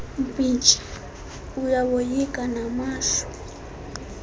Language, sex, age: Xhosa, female, 20